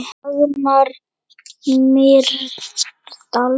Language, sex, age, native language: Icelandic, female, 8, Icelandic